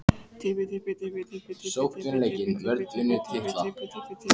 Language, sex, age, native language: Icelandic, male, 14, Icelandic